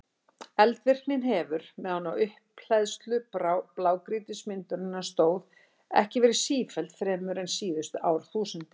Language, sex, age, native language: Icelandic, female, 60-69, Icelandic